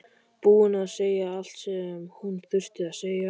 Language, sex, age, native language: Icelandic, male, 13, Icelandic